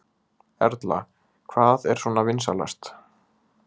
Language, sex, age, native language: Icelandic, male, 20-29, Icelandic